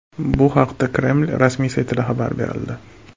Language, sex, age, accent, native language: Uzbek, male, 25-34, Farg'ona, Uzbek